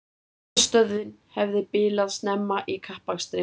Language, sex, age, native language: Icelandic, female, 30-39, Icelandic